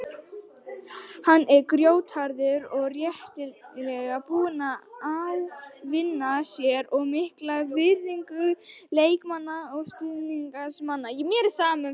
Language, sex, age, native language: Icelandic, female, 18-19, Icelandic